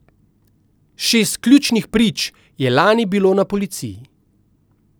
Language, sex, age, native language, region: Slovenian, male, 50-59, Slovenian, Central Slovenia